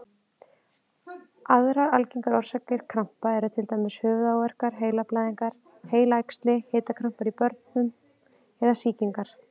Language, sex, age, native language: Icelandic, female, 30-39, Icelandic